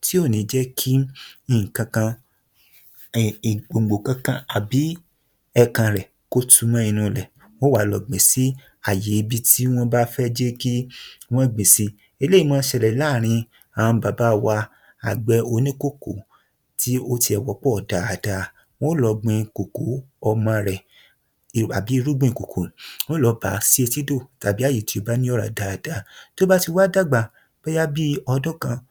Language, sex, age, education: Yoruba, male, 30-45, tertiary